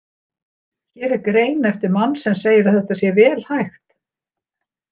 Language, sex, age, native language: Icelandic, female, 60-69, Icelandic